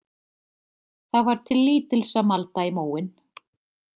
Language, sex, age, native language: Icelandic, female, 30-39, Icelandic